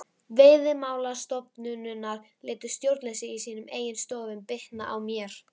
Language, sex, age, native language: Icelandic, female, 11, Icelandic